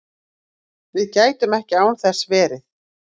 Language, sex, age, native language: Icelandic, female, 40-49, Icelandic